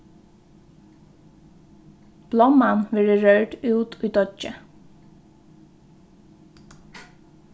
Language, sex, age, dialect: Faroese, female, 15-35, Norðurstreymoy/Eysturoy